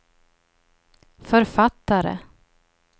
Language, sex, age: Swedish, female, 30